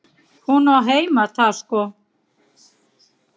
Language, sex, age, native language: Icelandic, female, 30-39, Icelandic